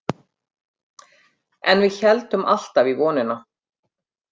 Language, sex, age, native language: Icelandic, female, 50-59, Icelandic